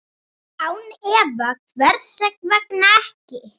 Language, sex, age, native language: Icelandic, female, 7, Icelandic